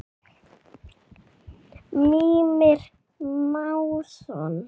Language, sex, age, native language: Icelandic, male, 6, Icelandic